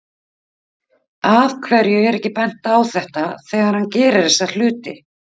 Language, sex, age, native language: Icelandic, female, 50-59, Icelandic